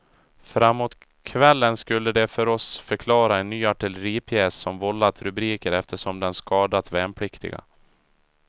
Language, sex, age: Swedish, male, 37